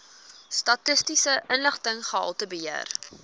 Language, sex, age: Afrikaans, female, 20